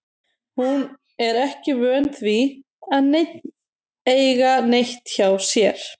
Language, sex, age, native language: Icelandic, female, 30-39, Icelandic